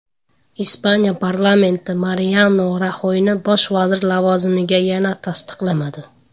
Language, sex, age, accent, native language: Uzbek, male, under 19, Andijon, Uzbek